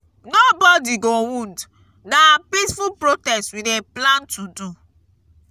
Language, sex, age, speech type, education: Nigerian Pidgin, female, 15-29, spontaneous, tertiary